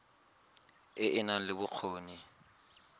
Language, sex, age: Tswana, male, 22